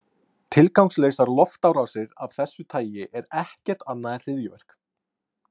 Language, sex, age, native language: Icelandic, male, 20-29, Icelandic